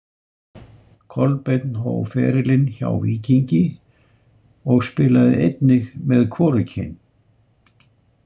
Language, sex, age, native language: Icelandic, male, 70-79, Icelandic